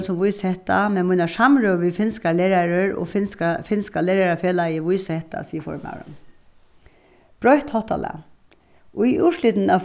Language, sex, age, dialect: Faroese, female, 36-60, Suðuroy